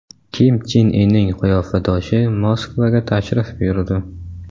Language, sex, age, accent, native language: Uzbek, male, 18-24, Samarqand, Uzbek